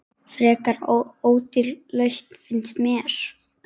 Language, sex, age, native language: Icelandic, male, 9, Icelandic